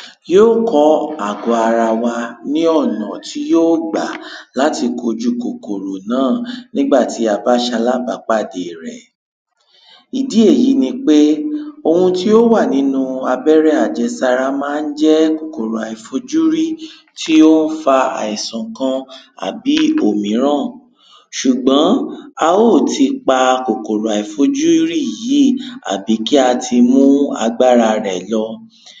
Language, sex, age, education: Yoruba, male, 15-29, tertiary